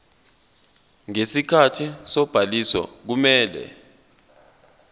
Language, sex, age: Zulu, male, 22